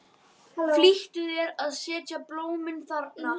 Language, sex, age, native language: Icelandic, female, 12, Icelandic